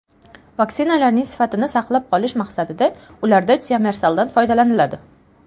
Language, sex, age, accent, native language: Uzbek, female, 18-24, Toshkent viloyati, Uzbek